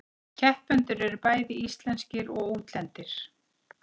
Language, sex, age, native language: Icelandic, female, 40-49, Icelandic